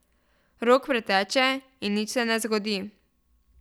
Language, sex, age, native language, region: Slovenian, female, 12-17, Slovenian, Drava region